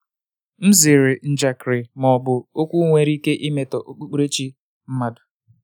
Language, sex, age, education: Igbo, male, 15-29, tertiary